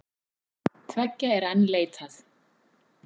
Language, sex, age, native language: Icelandic, female, 40-49, Icelandic